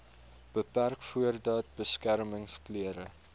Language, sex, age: Afrikaans, male, 22